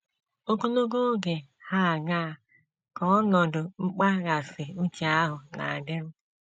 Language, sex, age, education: Igbo, female, 30-45, tertiary